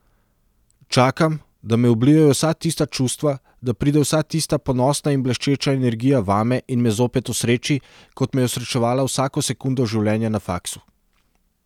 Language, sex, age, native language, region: Slovenian, male, 30-49, Serbian, Central Slovenia